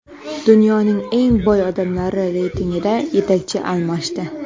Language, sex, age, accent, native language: Uzbek, female, 18-24, Qoraqalpog'iston, Karakalpak